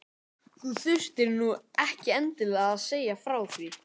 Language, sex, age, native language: Icelandic, male, 11, Icelandic